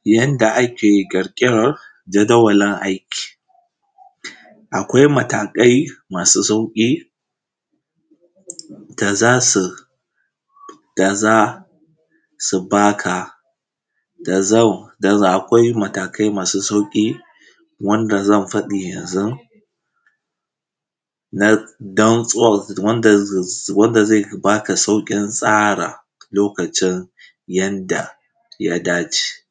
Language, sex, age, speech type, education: Hausa, male, 15-29, spontaneous, tertiary